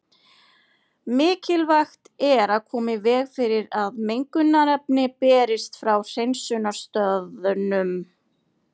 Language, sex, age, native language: Icelandic, female, 40-49, Icelandic